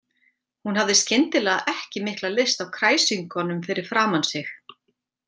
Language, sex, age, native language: Icelandic, female, 40-49, Icelandic